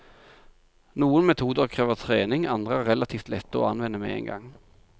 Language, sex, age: Norwegian, male, 45